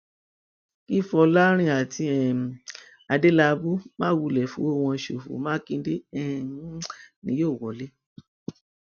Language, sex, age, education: Yoruba, female, 60+, tertiary